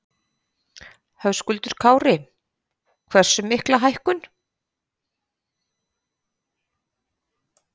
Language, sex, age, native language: Icelandic, female, 50-59, Icelandic